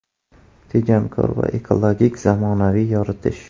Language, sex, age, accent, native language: Uzbek, male, 18-24, Buxoro, Uzbek